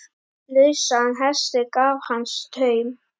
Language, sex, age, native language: Icelandic, female, 10, Icelandic